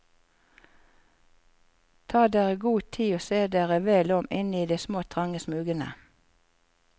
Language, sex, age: Norwegian, female, 54